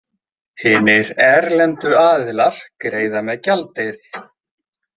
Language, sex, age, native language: Icelandic, male, 20-29, Icelandic